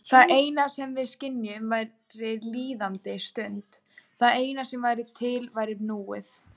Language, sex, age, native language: Icelandic, female, 18-19, Icelandic